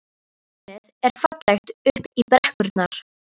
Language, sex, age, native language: Icelandic, female, 13, Icelandic